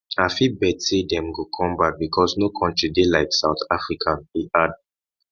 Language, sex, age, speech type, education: Nigerian Pidgin, male, 15-29, spontaneous, tertiary